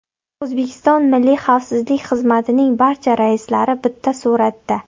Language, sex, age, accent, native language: Uzbek, female, 18-24, Samarqand, Uzbek